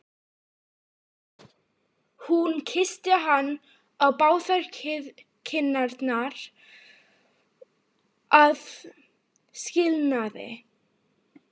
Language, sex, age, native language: Icelandic, female, 12, Icelandic